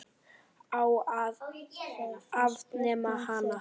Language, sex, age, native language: Icelandic, male, 8, Icelandic